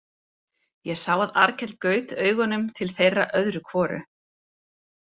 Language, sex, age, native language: Icelandic, female, 30-39, Icelandic